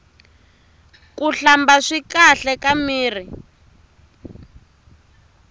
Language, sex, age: Tsonga, female, 23